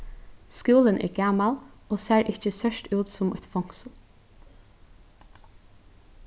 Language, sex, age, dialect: Faroese, female, 15-35, Norðurstreymoy/Eysturoy